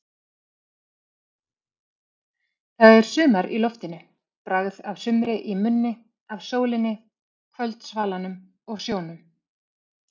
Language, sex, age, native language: Icelandic, female, 30-39, Icelandic